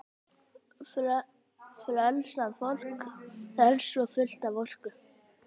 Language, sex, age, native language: Icelandic, male, 11, Icelandic